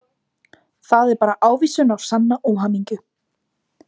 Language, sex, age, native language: Icelandic, female, 20-29, Icelandic